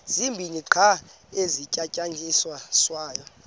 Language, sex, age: Xhosa, male, 26